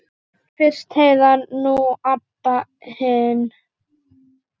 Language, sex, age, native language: Icelandic, male, 8, Icelandic